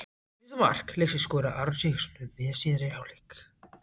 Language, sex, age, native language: Icelandic, other, 18-19, Icelandic